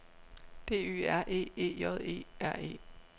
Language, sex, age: Danish, female, 36